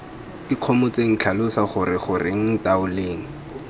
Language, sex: Tswana, male